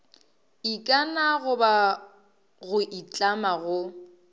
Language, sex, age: Northern Sotho, female, 23